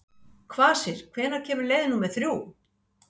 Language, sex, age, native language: Icelandic, female, 60-69, Icelandic